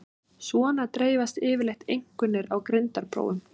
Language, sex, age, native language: Icelandic, female, 30-39, Icelandic